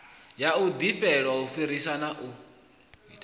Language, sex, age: Venda, male, 21